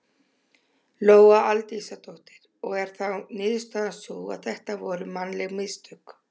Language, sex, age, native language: Icelandic, female, 60-69, Icelandic